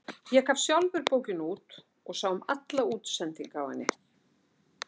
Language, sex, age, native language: Icelandic, female, 60-69, Icelandic